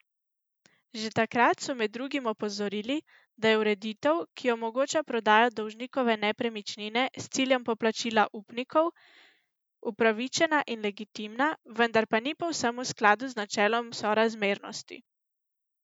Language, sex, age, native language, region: Slovenian, female, 18-29, Slovenian, Central Slovenia